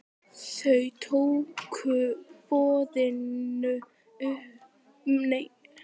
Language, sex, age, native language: Icelandic, female, 10, Icelandic